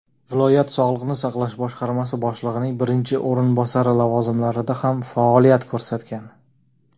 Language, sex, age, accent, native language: Uzbek, male, 25-34, Jizzax, Uzbek